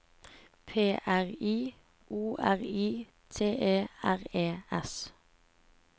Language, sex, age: Norwegian, female, 17